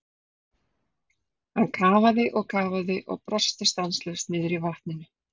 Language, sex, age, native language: Icelandic, female, 30-39, Icelandic